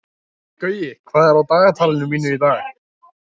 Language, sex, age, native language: Icelandic, male, 18-19, Icelandic